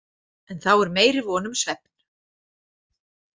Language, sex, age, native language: Icelandic, female, 40-49, Icelandic